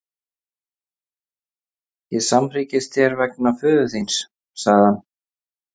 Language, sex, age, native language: Icelandic, male, 30-39, Icelandic